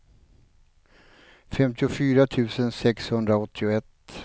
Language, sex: Swedish, male